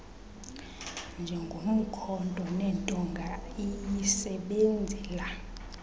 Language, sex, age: Xhosa, female, 24